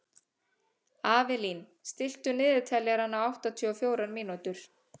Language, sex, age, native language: Icelandic, female, 30-39, Icelandic